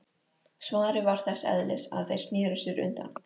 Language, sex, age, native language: Icelandic, female, 13, Icelandic